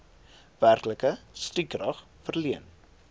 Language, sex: Afrikaans, male